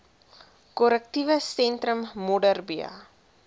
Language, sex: Afrikaans, female